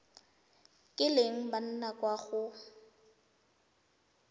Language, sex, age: Tswana, female, 20